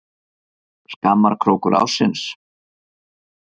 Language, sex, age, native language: Icelandic, male, 50-59, Icelandic